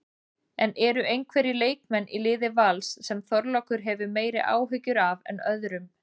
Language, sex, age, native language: Icelandic, female, 40-49, Icelandic